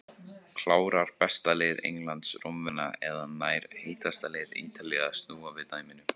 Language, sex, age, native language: Icelandic, male, 18-19, Icelandic